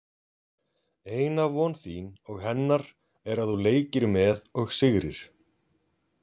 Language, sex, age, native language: Icelandic, male, 40-49, Icelandic